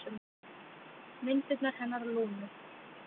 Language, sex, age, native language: Icelandic, female, 30-39, Icelandic